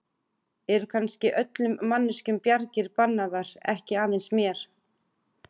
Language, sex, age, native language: Icelandic, female, 40-49, Icelandic